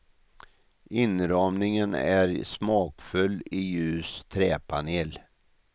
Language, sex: Swedish, male